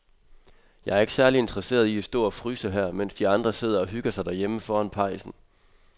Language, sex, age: Danish, male, 23